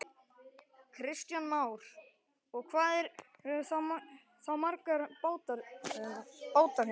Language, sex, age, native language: Icelandic, male, 11, Icelandic